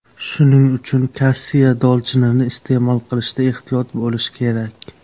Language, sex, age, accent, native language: Uzbek, male, 19-29, Namangan, Uzbek